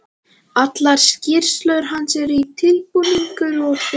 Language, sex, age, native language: Icelandic, male, 12, Latvian